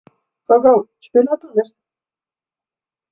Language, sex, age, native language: Icelandic, female, 40-49, Icelandic